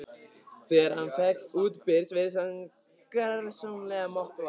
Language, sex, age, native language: Icelandic, male, 15, Icelandic